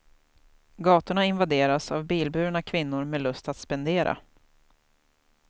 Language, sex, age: Swedish, female, 28